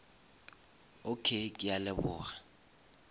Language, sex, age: Northern Sotho, male, 26